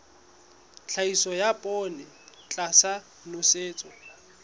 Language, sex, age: Southern Sotho, male, 21